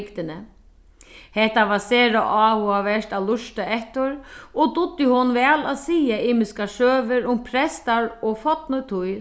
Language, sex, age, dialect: Faroese, female, 36-60, Sandoy